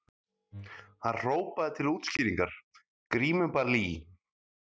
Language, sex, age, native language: Icelandic, male, 30-39, Icelandic